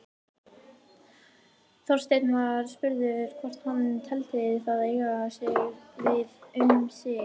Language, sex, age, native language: Icelandic, female, 18-19, Icelandic